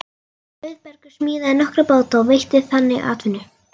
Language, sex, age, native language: Icelandic, female, 11, Icelandic